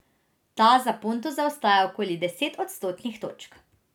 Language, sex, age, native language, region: Slovenian, female, 18-29, Slovenian, Drava region